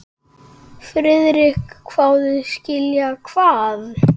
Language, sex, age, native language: Icelandic, male, 8, Icelandic